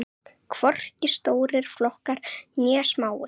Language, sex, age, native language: Icelandic, female, 8, Icelandic